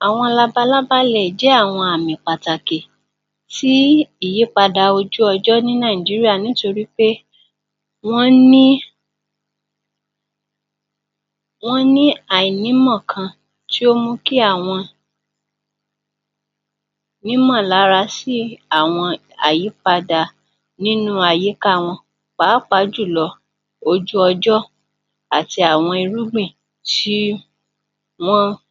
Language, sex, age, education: Yoruba, female, 46-60, tertiary